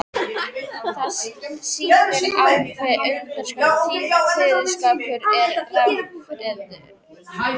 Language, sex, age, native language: Icelandic, female, 13, Icelandic